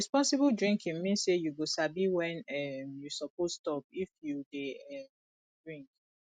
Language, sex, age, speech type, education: Nigerian Pidgin, female, 30-45, spontaneous, tertiary